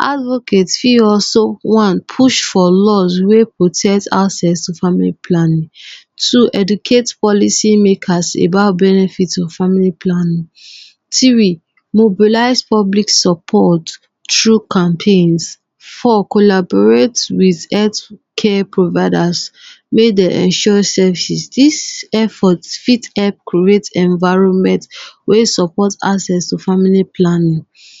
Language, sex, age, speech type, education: Nigerian Pidgin, female, 15-29, spontaneous, tertiary